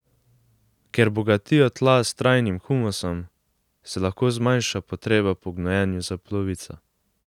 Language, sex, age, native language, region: Slovenian, male, 18-29, Slovenian, Savinja region